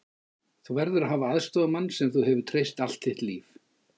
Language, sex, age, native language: Icelandic, male, 50-59, Icelandic